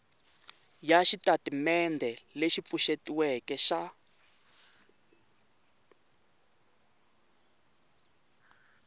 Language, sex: Tsonga, male